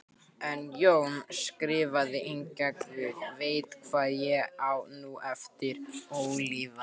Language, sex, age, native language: Icelandic, male, 18-19, Icelandic